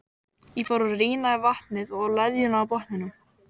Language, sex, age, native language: Icelandic, male, 13, Icelandic